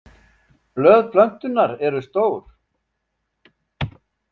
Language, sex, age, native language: Icelandic, male, 70-79, Icelandic